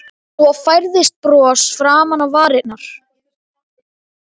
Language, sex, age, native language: Icelandic, male, 12, Icelandic